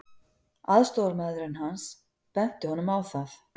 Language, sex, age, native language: Icelandic, female, 50-59, Icelandic